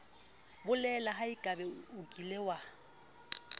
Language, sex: Southern Sotho, female